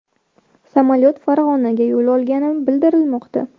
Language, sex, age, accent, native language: Uzbek, female, under 19, Sirdaryo, Uzbek